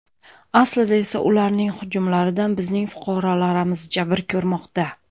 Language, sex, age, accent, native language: Uzbek, female, 30-39, Andijon, Uzbek